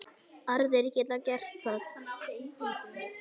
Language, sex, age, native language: Icelandic, male, 9, Icelandic